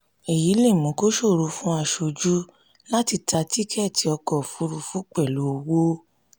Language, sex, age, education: Yoruba, female, 30-45, tertiary